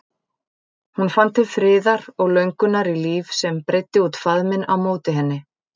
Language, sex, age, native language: Icelandic, female, 40-49, Icelandic